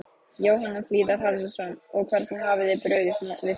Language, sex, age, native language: Icelandic, female, 15, Icelandic